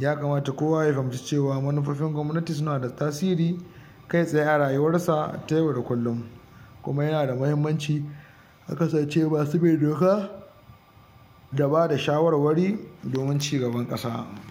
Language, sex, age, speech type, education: Hausa, male, 60+, spontaneous, tertiary